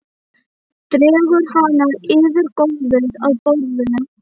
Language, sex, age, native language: Icelandic, female, 11, Icelandic